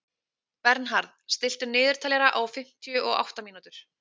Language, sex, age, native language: Icelandic, female, 30-39, Icelandic